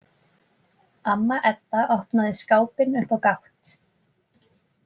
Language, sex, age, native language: Icelandic, female, 20-29, Icelandic